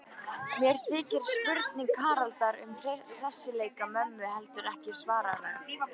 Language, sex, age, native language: Icelandic, female, 13, Icelandic